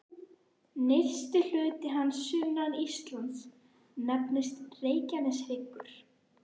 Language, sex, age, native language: Icelandic, female, 11, Icelandic